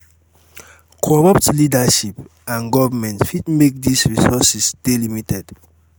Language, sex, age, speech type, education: Nigerian Pidgin, male, 30-45, spontaneous, tertiary